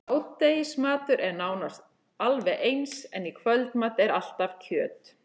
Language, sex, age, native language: Icelandic, female, 40-49, Icelandic